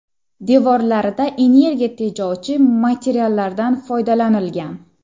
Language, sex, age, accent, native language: Uzbek, female, 18-24, Xorazm, Uzbek